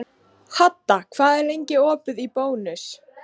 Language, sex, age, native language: Icelandic, female, 15, Icelandic